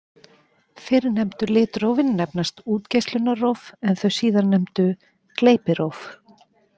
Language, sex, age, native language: Icelandic, female, 40-49, Icelandic